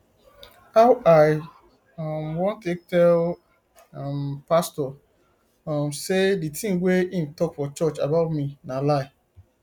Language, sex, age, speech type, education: Nigerian Pidgin, male, 30-45, spontaneous, tertiary